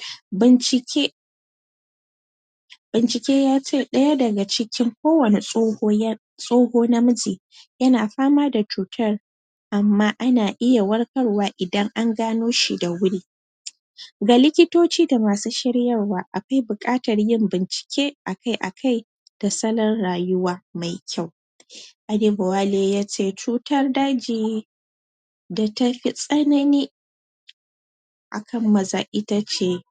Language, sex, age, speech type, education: Hausa, female, 30-45, spontaneous, tertiary